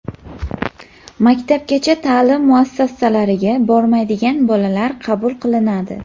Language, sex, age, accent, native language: Uzbek, female, under 19, Farg'ona, Uzbek